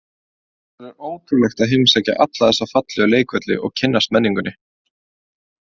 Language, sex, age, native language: Icelandic, male, 20-29, Icelandic